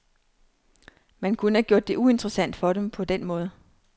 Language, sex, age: Danish, female, 39